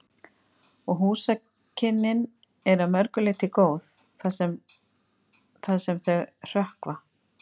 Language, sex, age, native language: Icelandic, female, 50-59, Icelandic